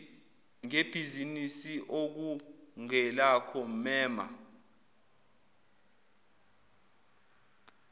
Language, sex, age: Zulu, male, 18